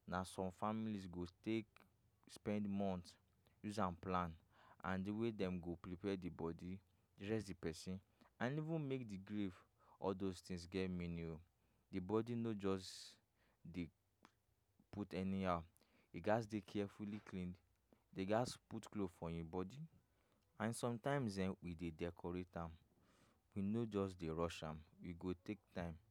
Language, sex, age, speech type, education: Nigerian Pidgin, male, 15-29, spontaneous, tertiary